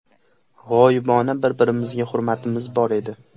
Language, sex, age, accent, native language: Uzbek, male, 18-24, Namangan, Uzbek